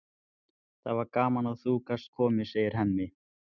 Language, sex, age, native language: Icelandic, male, 14, Icelandic